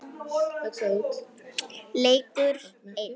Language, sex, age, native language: Icelandic, female, 9, Icelandic